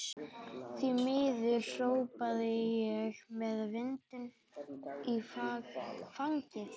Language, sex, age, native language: Icelandic, male, 11, Icelandic